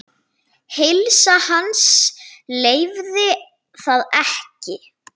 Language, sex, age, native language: Icelandic, female, 9, Icelandic